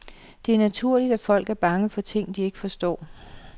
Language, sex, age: Danish, female, 37